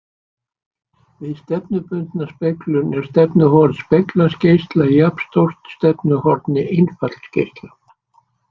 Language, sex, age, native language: Icelandic, male, 60-69, Icelandic